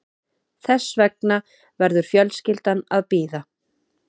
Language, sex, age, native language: Icelandic, female, 30-39, Icelandic